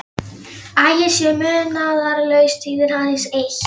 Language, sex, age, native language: Icelandic, female, 11, Polish